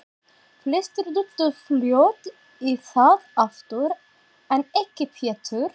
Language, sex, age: Icelandic, female, 40-49